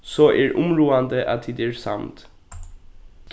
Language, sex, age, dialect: Faroese, male, 15-35, Norðuroyggjar